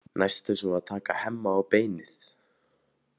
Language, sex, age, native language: Icelandic, male, 18-19, Icelandic